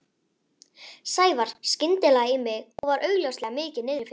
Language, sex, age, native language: Icelandic, female, 11, Icelandic